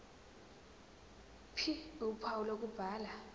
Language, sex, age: Zulu, female, 23